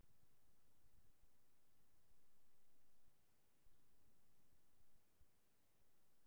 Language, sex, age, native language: Icelandic, female, 40-49, Icelandic